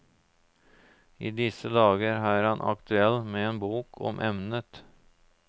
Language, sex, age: Norwegian, male, 34